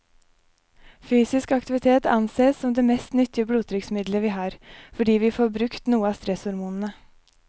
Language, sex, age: Norwegian, female, 23